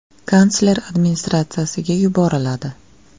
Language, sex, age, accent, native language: Uzbek, female, 35+, Toshkent viloyati, Uzbek